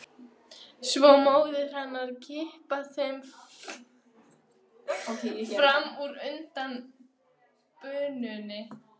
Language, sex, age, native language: Icelandic, female, 13, Icelandic